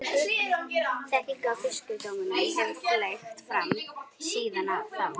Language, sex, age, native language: Icelandic, female, 11, Icelandic